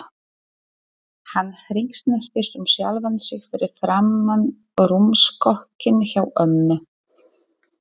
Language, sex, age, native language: Icelandic, female, 40-49, Polish